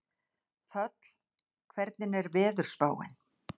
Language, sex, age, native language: Icelandic, female, 60-69, Icelandic